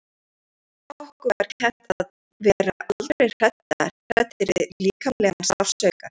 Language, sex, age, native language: Icelandic, female, 11, Icelandic